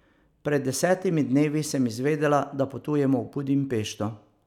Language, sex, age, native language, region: Slovenian, male, 50-59, Slovenian, Savinja region